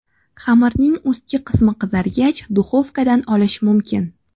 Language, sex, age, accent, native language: Uzbek, female, 18-24, Sirdaryo, Uzbek